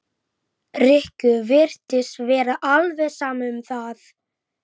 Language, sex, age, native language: Icelandic, male, 11, Icelandic